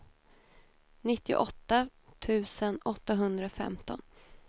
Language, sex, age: Swedish, female, 28